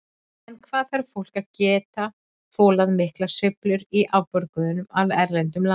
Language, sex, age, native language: Icelandic, female, 40-49, Icelandic